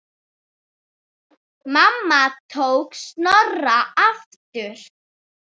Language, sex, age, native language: Icelandic, female, 7, Icelandic